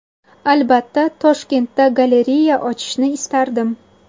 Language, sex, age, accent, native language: Uzbek, female, 19-29, Xorazm, Uzbek